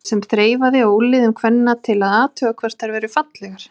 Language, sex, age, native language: Icelandic, female, 30-39, Icelandic